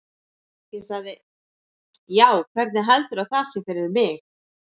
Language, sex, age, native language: Icelandic, male, 11, Icelandic